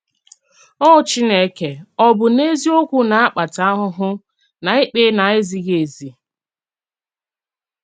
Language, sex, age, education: Igbo, female, 30-45, tertiary